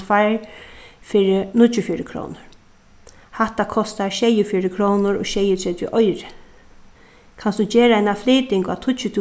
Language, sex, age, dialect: Faroese, female, 36-60, Suðuroy